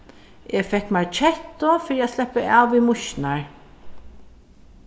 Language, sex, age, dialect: Faroese, female, 36-60, Suðurstreymoy